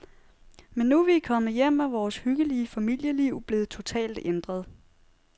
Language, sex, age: Danish, female, 30